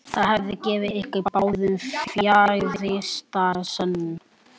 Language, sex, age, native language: Icelandic, male, 11, Icelandic